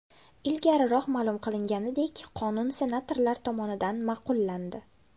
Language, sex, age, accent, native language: Uzbek, female, 18-24, Toshkent viloyati, Uzbek